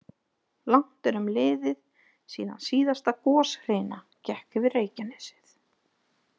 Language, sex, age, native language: Icelandic, female, 30-39, Icelandic